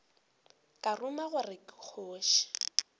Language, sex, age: Northern Sotho, female, 18